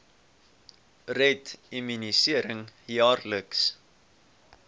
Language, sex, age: Afrikaans, male, 18